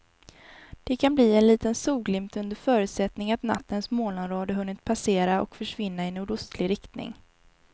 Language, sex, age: Swedish, female, 19